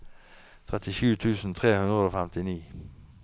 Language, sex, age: Norwegian, male, 49